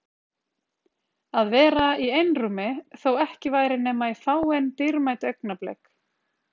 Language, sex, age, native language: Icelandic, female, 30-39, Icelandic